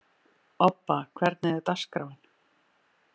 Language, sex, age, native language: Icelandic, female, 40-49, Icelandic